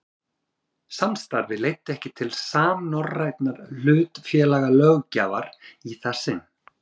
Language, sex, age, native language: Icelandic, male, 30-39, Icelandic